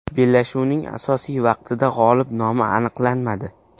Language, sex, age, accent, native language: Uzbek, male, 12-17, Qashqadaryo, Uzbek